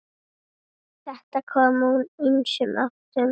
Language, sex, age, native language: Icelandic, female, 7, Icelandic